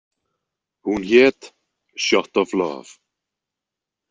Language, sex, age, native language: Icelandic, male, 20-29, Icelandic